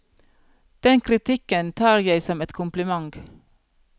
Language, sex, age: Norwegian, female, 42